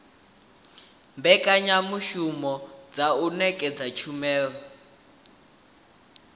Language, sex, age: Venda, male, 18